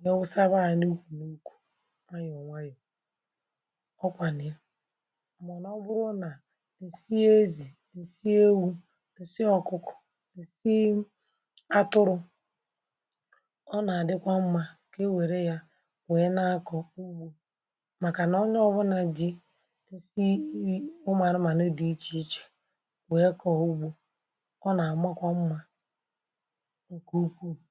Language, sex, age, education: Igbo, male, 30-45, tertiary